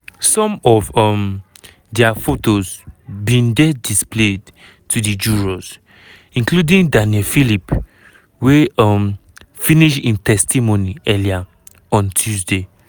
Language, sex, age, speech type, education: Nigerian Pidgin, male, 15-29, spontaneous, tertiary